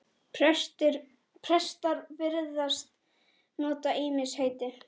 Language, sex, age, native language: Icelandic, female, 10, Icelandic